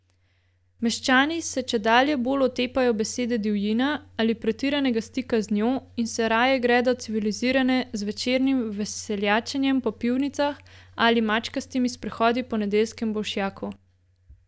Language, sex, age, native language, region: Slovenian, female, 18-29, Slovenian, Gorenjska region